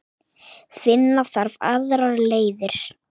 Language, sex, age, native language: Icelandic, female, 8, Icelandic